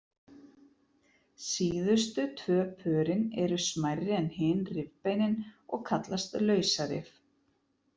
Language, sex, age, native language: Icelandic, female, 40-49, Icelandic